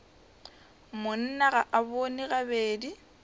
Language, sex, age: Northern Sotho, female, 21